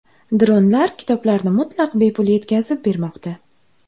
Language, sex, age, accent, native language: Uzbek, female, 18-24, Andijon, Uzbek